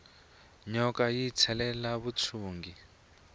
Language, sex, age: Tsonga, male, 20